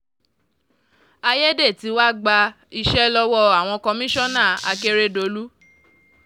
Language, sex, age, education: Yoruba, female, 15-29, tertiary